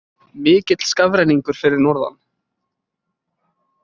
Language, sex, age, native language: Icelandic, male, 20-29, Icelandic